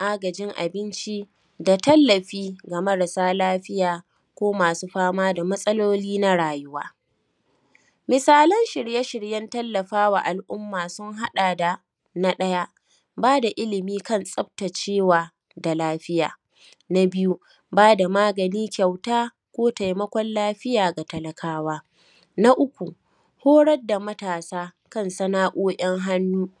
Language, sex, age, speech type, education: Hausa, female, 30-45, spontaneous, primary